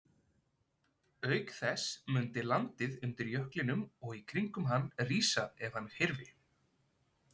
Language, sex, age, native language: Icelandic, male, 20-29, Icelandic